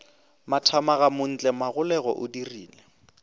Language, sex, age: Northern Sotho, male, 18